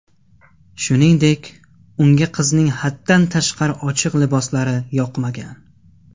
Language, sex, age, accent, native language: Uzbek, male, 18-24, Qashqadaryo, Tajik